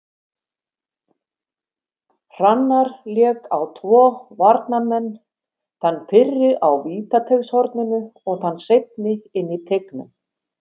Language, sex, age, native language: Icelandic, female, 50-59, Icelandic